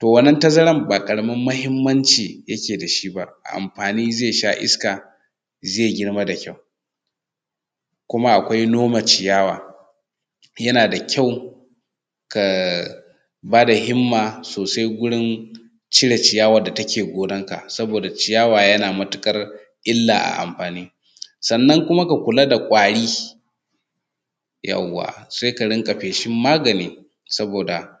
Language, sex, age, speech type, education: Hausa, male, 30-45, spontaneous, tertiary